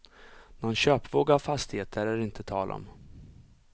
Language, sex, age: Swedish, male, 34